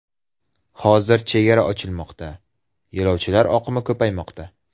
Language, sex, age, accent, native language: Uzbek, male, 18-24, Surxondaryo, Uzbek